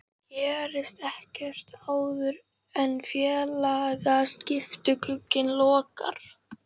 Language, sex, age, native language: Icelandic, female, 13, Icelandic